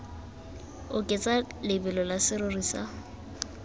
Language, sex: Tswana, female